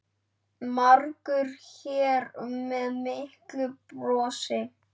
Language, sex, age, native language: Icelandic, male, 9, Icelandic